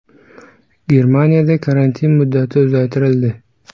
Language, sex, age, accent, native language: Uzbek, male, 18-24, Samarqand, Uzbek